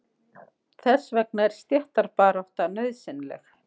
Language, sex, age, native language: Icelandic, female, 50-59, Icelandic